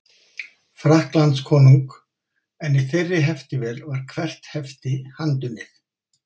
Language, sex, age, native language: Icelandic, male, 50-59, Icelandic